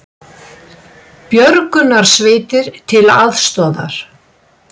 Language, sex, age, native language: Icelandic, female, 60-69, Icelandic